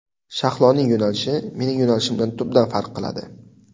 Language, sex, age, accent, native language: Uzbek, male, 18-24, Sirdaryo, Uzbek